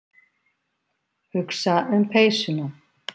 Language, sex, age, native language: Icelandic, female, 50-59, Icelandic